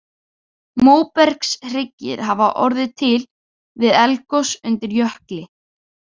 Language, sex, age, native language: Icelandic, female, 18-19, Icelandic